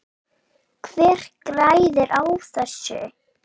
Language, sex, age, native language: Icelandic, female, 7, Icelandic